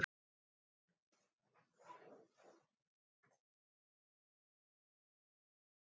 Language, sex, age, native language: Icelandic, female, 50-59, Icelandic